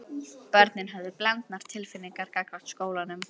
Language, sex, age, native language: Icelandic, female, 11, Icelandic